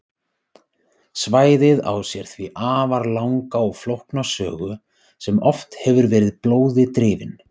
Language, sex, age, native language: Icelandic, male, 30-39, Icelandic